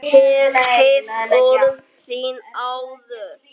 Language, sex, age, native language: Icelandic, male, 9, Icelandic